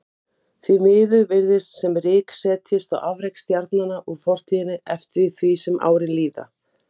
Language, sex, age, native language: Icelandic, female, 50-59, Icelandic